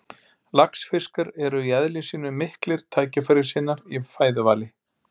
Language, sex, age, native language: Icelandic, male, 50-59, Icelandic